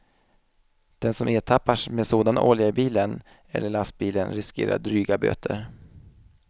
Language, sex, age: Swedish, male, 27